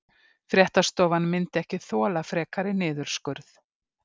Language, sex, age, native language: Icelandic, female, 50-59, Icelandic